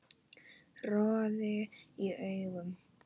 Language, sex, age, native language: Icelandic, male, 9, Icelandic